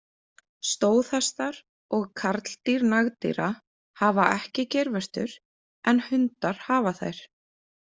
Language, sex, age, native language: Icelandic, female, 20-29, Icelandic